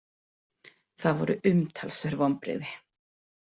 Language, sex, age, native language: Icelandic, female, 40-49, Icelandic